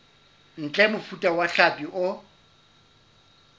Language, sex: Southern Sotho, male